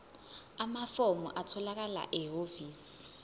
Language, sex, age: Zulu, female, 20